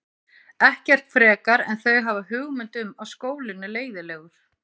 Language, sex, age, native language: Icelandic, female, 50-59, Icelandic